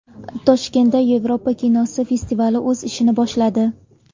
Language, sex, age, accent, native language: Uzbek, female, 18-24, Toshkent viloyati, Uzbek